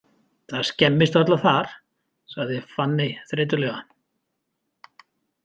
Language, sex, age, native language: Icelandic, male, 50-59, Icelandic